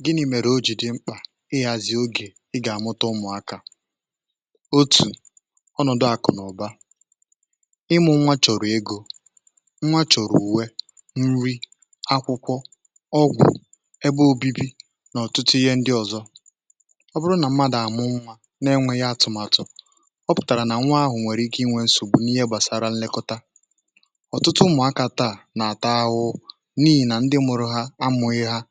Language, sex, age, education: Igbo, male, 15-29, tertiary